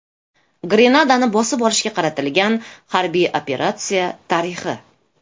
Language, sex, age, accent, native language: Uzbek, female, 35+, Toshkent shahri, Uzbek